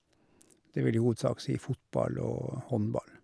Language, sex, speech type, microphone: Norwegian, male, spontaneous, Shure